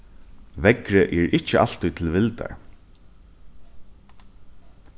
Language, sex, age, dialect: Faroese, male, 15-35, Norðuroyggjar